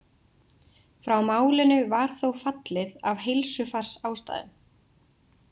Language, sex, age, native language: Icelandic, female, 20-29, Icelandic